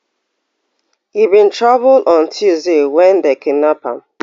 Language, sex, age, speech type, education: Nigerian Pidgin, female, 30-45, spontaneous, tertiary